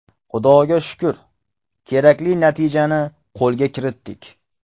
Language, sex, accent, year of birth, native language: Uzbek, male, Farg'ona, 1995, Uzbek